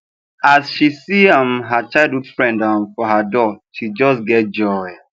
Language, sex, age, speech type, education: Nigerian Pidgin, male, 15-29, spontaneous, tertiary